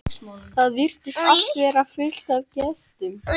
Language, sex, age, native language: Icelandic, male, 12, Icelandic